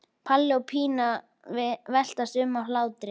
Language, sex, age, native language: Icelandic, female, 11, Icelandic